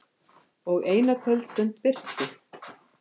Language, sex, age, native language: Icelandic, female, 50-59, Icelandic